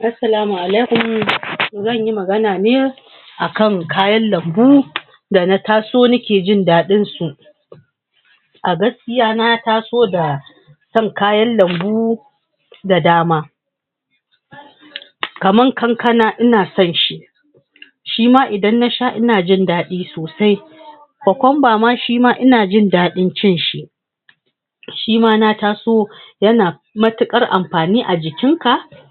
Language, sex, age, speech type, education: Hausa, female, 46-60, spontaneous, tertiary